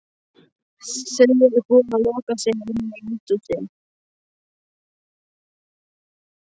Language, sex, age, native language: Icelandic, male, 13, Icelandic